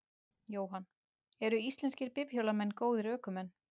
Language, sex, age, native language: Icelandic, male, 12, Icelandic